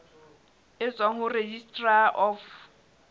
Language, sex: Southern Sotho, male